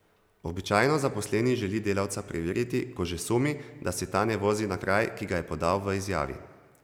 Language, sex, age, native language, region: Slovenian, male, 30-49, Slovenian, Zasavska region